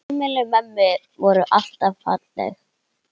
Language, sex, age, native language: Icelandic, female, 10, Icelandic